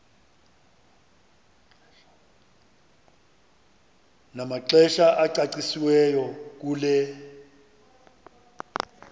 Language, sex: Xhosa, male